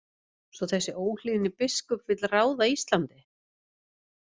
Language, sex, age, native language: Icelandic, female, 50-59, Icelandic